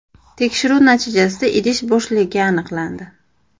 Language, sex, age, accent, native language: Uzbek, female, 25-34, Andijon, Uzbek